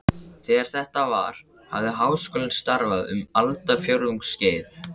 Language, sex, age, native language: Icelandic, male, 14, Icelandic